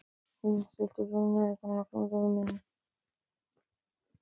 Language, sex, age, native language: Icelandic, male, 12, Icelandic